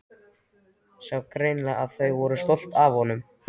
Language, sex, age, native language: Icelandic, male, 13, Icelandic